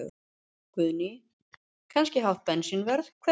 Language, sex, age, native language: Icelandic, female, 50-59, Icelandic